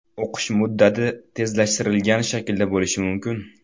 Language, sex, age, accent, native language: Uzbek, male, under 19, Toshkent viloyati, Uzbek